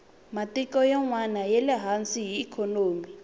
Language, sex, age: Tsonga, female, 20